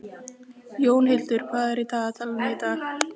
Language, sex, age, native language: Icelandic, female, 15, Icelandic